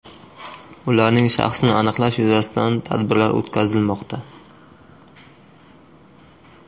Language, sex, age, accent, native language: Uzbek, male, 25-34, Qashqadaryo, Uzbek